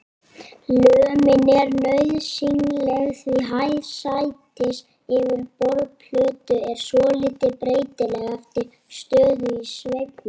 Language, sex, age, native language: Icelandic, female, 30-39, Icelandic